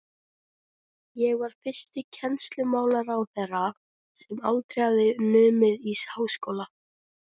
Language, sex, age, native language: Icelandic, female, 13, Icelandic